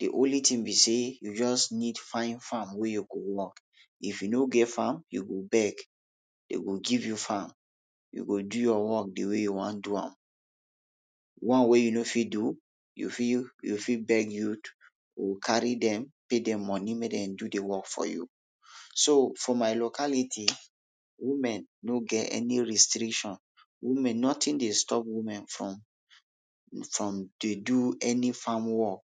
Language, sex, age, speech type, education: Nigerian Pidgin, male, 30-45, spontaneous, tertiary